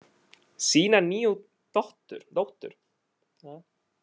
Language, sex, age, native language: Icelandic, male, 30-39, Italian